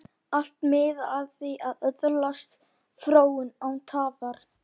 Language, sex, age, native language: Icelandic, female, 11, Icelandic